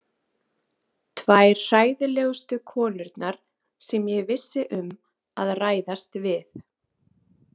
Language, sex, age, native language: Icelandic, female, 30-39, Icelandic